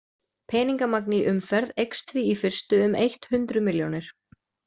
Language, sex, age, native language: Icelandic, female, 20-29, Icelandic